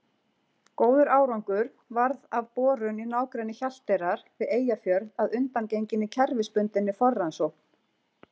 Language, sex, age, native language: Icelandic, female, 40-49, Icelandic